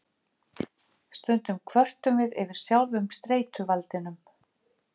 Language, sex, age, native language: Icelandic, female, 50-59, Icelandic